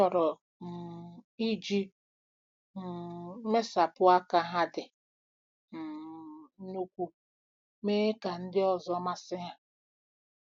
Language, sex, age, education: Igbo, female, 46-60, tertiary